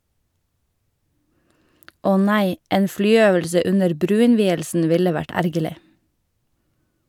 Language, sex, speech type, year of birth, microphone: Norwegian, female, read, 1989, Shure